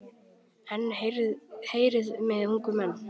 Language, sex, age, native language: Icelandic, male, 10, Icelandic